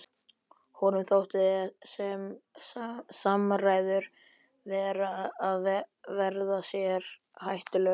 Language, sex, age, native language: Icelandic, male, 11, Icelandic